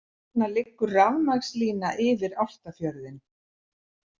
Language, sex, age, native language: Icelandic, female, 70-79, Icelandic